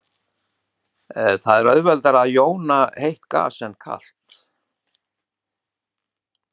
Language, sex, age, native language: Icelandic, male, 70-79, Icelandic